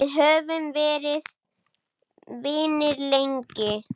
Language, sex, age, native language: Icelandic, male, 9, Icelandic